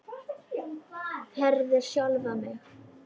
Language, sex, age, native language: Icelandic, female, 10, Icelandic